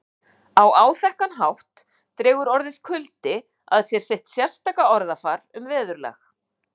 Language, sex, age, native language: Icelandic, female, 50-59, Icelandic